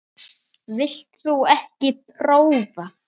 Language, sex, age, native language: Icelandic, male, 8, Icelandic